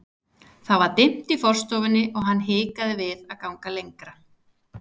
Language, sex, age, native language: Icelandic, female, 30-39, Icelandic